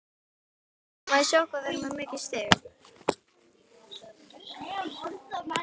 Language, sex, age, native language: Icelandic, female, 10, Icelandic